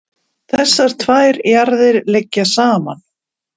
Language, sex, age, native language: Icelandic, female, 40-49, Icelandic